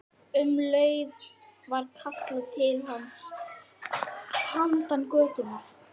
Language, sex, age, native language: Icelandic, female, 11, Icelandic